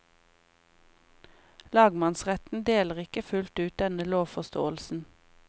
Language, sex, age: Norwegian, female, 28